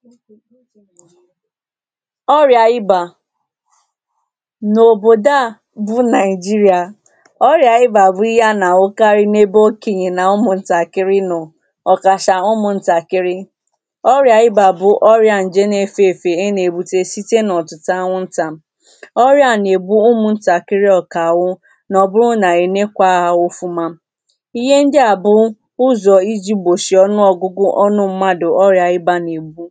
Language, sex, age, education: Igbo, female, 15-29, tertiary